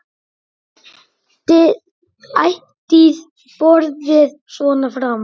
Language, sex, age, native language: Icelandic, male, 9, Icelandic